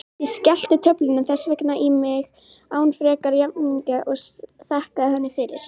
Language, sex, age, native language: Icelandic, female, 18-19, Icelandic